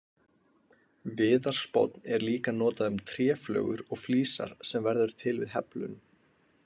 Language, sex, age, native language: Icelandic, male, 20-29, Icelandic